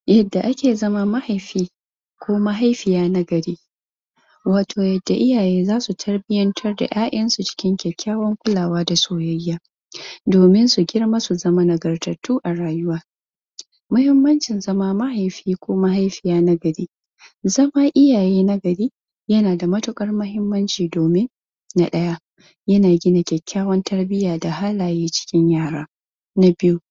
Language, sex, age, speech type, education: Hausa, female, 15-29, spontaneous, tertiary